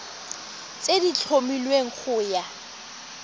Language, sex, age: Tswana, female, 21